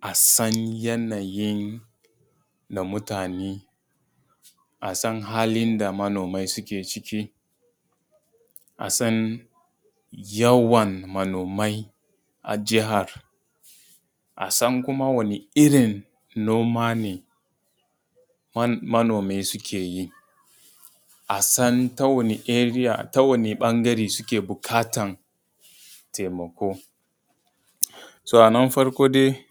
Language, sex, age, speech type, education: Hausa, male, 30-45, spontaneous, tertiary